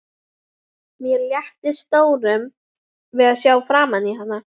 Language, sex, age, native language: Icelandic, female, 11, Icelandic